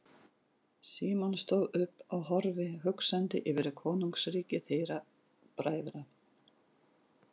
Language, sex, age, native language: Icelandic, female, 40-49, Russian